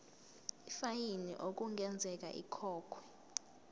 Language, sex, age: Zulu, female, 22